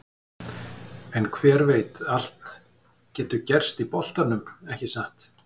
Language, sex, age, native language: Icelandic, male, 50-59, Icelandic